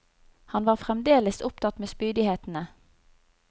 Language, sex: Norwegian, female